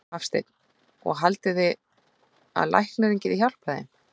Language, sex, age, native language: Icelandic, female, 40-49, Icelandic